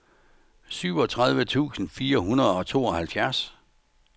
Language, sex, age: Danish, male, 64